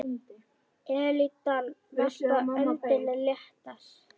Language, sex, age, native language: Icelandic, female, 10, Icelandic